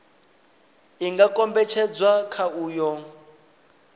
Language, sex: Venda, male